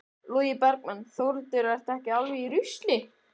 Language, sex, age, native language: Icelandic, male, 11, Icelandic